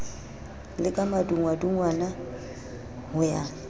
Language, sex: Southern Sotho, female